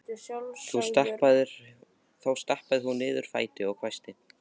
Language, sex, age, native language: Icelandic, male, 14, Icelandic